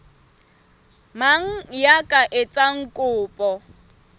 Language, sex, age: Southern Sotho, female, 21